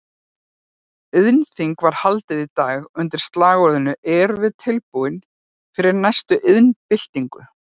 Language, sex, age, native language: Icelandic, female, 40-49, Icelandic